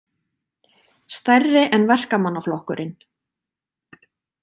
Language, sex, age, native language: Icelandic, female, 20-29, Icelandic